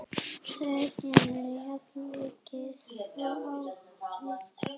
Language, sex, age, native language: Icelandic, female, 8, Icelandic